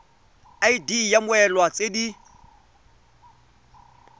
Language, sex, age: Tswana, male, 25